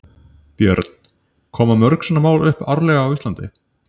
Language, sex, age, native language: Icelandic, male, 30-39, Icelandic